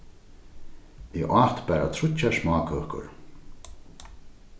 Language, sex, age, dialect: Faroese, male, 36-60, Norðurstreymoy/Eysturoy